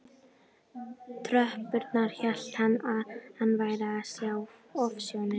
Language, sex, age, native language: Icelandic, female, 11, Icelandic